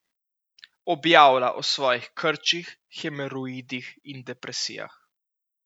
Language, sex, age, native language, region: Slovenian, male, 18-29, Slovenian, Central Slovenia